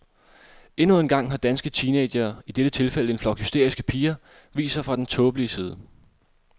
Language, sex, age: Danish, male, 26